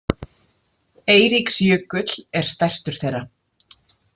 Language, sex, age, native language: Icelandic, female, 40-49, Icelandic